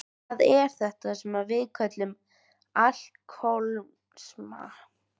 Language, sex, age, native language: Icelandic, female, 13, Icelandic